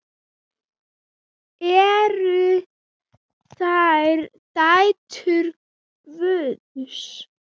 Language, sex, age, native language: Icelandic, female, 9, Icelandic